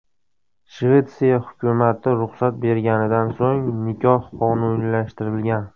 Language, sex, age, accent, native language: Uzbek, male, 25-34, Farg'ona, Uzbek